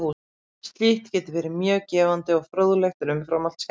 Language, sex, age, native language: Icelandic, female, 30-39, Icelandic